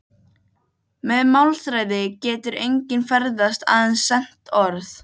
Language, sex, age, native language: Icelandic, other, 12, Icelandic